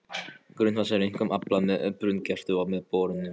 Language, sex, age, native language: Icelandic, male, 13, Polish